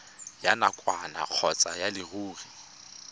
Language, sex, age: Tswana, male, 21